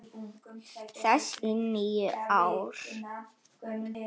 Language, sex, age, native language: Icelandic, female, 18-19, Icelandic